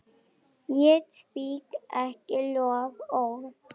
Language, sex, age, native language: Icelandic, female, 10, Icelandic